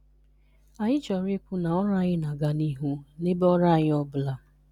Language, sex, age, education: Igbo, female, 30-45, tertiary